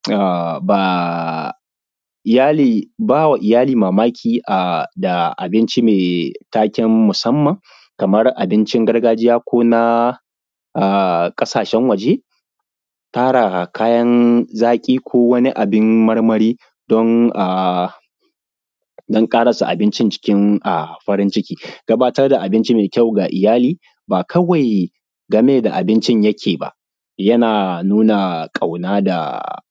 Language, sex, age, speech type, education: Hausa, male, 15-29, spontaneous, primary